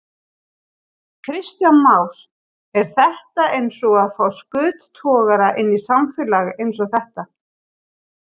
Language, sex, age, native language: Icelandic, female, 40-49, Icelandic